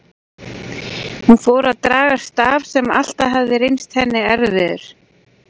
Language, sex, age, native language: Icelandic, female, 40-49, Icelandic